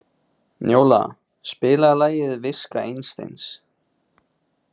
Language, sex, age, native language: Icelandic, male, 20-29, Icelandic